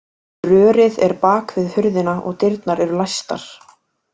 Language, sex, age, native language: Icelandic, female, 18-19, Icelandic